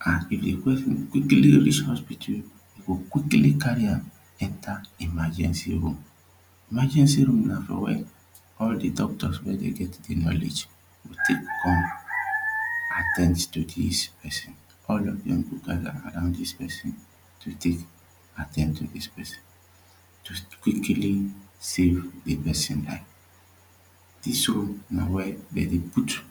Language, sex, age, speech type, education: Nigerian Pidgin, male, 30-45, spontaneous, tertiary